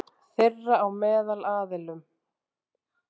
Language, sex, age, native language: Icelandic, male, 7, Icelandic